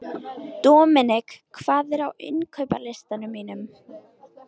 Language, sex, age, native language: Icelandic, female, 13, Icelandic